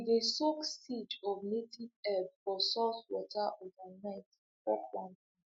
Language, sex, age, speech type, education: Nigerian Pidgin, female, 15-29, spontaneous, tertiary